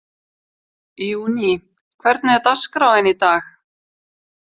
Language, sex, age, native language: Icelandic, female, 50-59, Icelandic